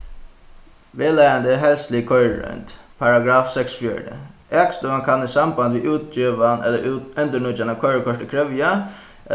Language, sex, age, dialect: Faroese, male, 15-35, Suðuroy